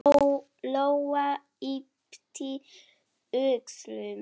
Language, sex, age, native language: Icelandic, female, 7, Icelandic